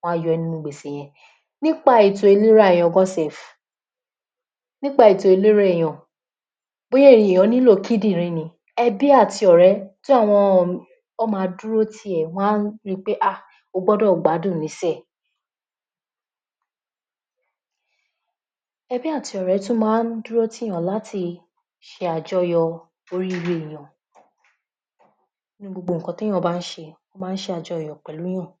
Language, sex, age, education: Yoruba, female, 46-60, tertiary